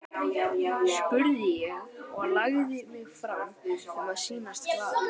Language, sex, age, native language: Icelandic, male, 12, Icelandic